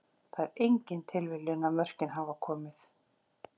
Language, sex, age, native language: Icelandic, female, 40-49, Icelandic